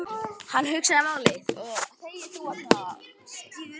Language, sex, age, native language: Icelandic, male, 10, Icelandic